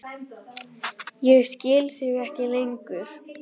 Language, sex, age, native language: Icelandic, male, 10, Icelandic